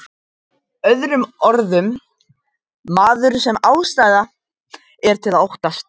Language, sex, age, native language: Icelandic, male, 18-19, Japanese